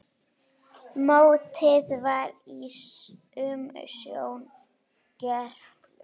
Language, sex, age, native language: Icelandic, female, 8, Icelandic